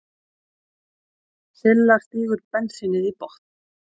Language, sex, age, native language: Icelandic, female, 40-49, Icelandic